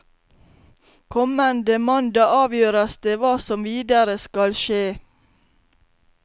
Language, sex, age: Norwegian, female, 32